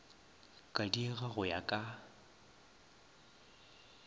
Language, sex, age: Northern Sotho, male, 23